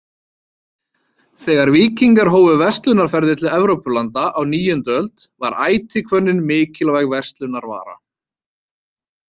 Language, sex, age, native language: Icelandic, male, 30-39, Icelandic